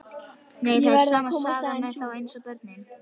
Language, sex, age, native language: Icelandic, female, 11, Icelandic